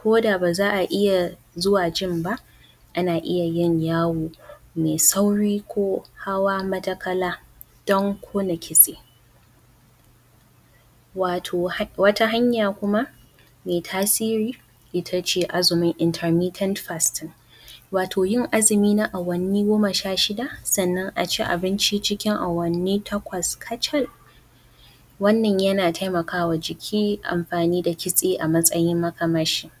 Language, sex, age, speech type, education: Hausa, female, 15-29, spontaneous, tertiary